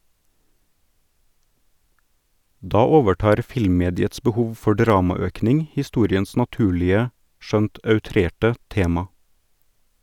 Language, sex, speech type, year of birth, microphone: Norwegian, male, read, 1979, Sennheiser